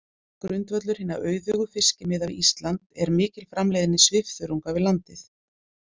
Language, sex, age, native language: Icelandic, female, 40-49, Icelandic